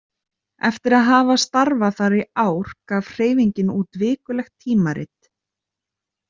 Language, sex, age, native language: Icelandic, female, 30-39, Icelandic